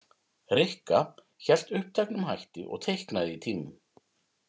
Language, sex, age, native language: Icelandic, male, 50-59, Icelandic